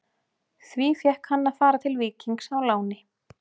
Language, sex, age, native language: Icelandic, female, 30-39, Icelandic